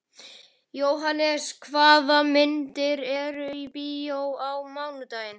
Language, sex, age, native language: Icelandic, male, 11, Icelandic